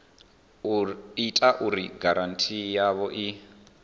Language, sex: Venda, male